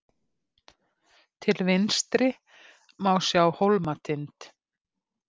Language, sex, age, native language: Icelandic, female, 50-59, Icelandic